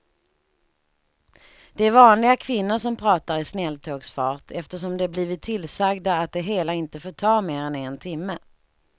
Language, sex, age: Swedish, female, 38